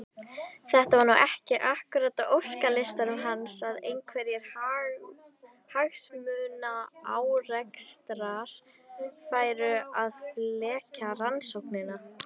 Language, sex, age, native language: Icelandic, male, 18-19, Icelandic